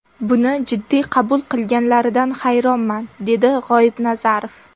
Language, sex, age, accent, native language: Uzbek, female, 18-24, Namangan, Uzbek